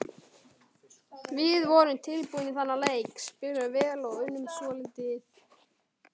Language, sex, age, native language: Icelandic, male, 18-19, Icelandic